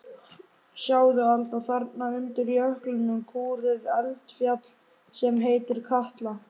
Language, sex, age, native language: Icelandic, male, 11, Icelandic